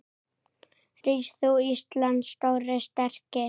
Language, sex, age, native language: Icelandic, male, 9, Icelandic